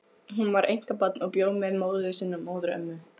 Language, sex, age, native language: Icelandic, female, 15, Icelandic